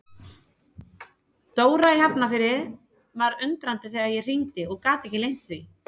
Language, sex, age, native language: Icelandic, female, 30-39, Icelandic